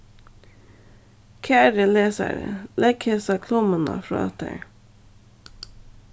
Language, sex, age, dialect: Faroese, female, 15-35, Suðurstreymoy